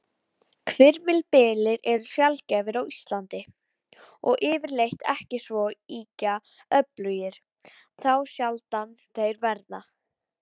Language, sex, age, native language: Icelandic, female, 40-49, Icelandic